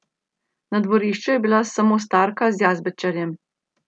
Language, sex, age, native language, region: Slovenian, female, 30-49, Slovenian, Central Slovenia